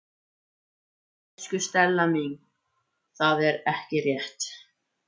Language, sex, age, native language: Icelandic, male, 14, Icelandic